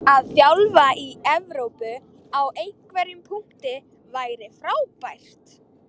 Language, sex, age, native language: Icelandic, female, 18-19, Icelandic